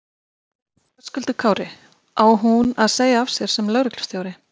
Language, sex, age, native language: Icelandic, female, 50-59, Icelandic